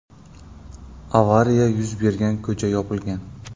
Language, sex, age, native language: Uzbek, male, 25-34, Uzbek